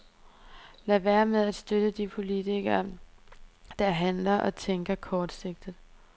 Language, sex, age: Danish, female, 23